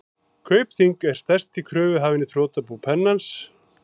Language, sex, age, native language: Icelandic, male, 40-49, Icelandic